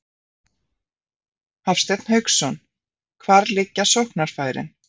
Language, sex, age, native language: Icelandic, female, 50-59, Icelandic